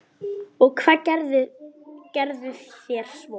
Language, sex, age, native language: Icelandic, female, 10, Icelandic